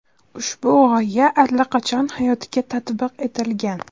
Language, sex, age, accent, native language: Uzbek, female, 18-24, Farg'ona, Uzbek